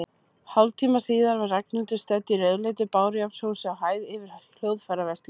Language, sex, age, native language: Icelandic, female, 30-39, Icelandic